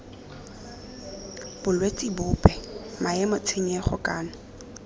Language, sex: Tswana, female